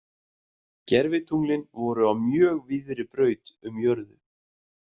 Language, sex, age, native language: Icelandic, male, 30-39, Icelandic